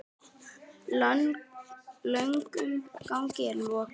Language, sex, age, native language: Icelandic, male, 9, Icelandic